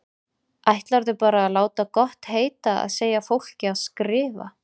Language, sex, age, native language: Icelandic, female, 30-39, Icelandic